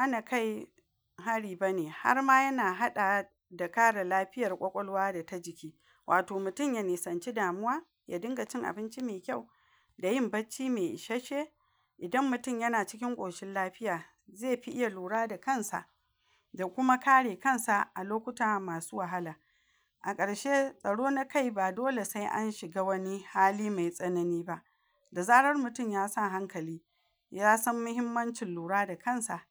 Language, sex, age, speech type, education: Hausa, female, 46-60, spontaneous, tertiary